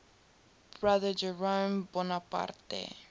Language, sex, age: English, female, 18